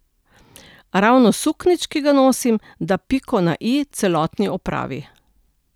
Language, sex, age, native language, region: Slovenian, female, 60+, Slovenian, Central Slovenia